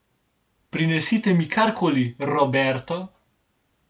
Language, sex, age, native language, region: Slovenian, male, 18-29, Slovenian, Gorenjska region